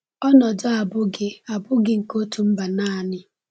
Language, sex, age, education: Igbo, female, 15-29, tertiary